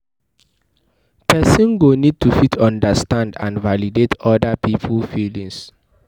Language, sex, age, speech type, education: Nigerian Pidgin, male, 15-29, read, tertiary